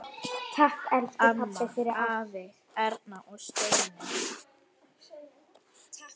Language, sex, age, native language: Icelandic, female, 8, Icelandic